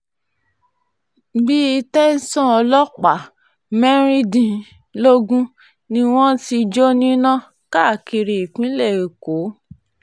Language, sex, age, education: Yoruba, female, 30-45, tertiary